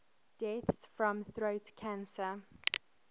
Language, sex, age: English, female, 23